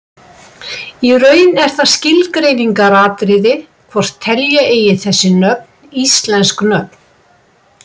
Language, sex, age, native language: Icelandic, female, 60-69, Icelandic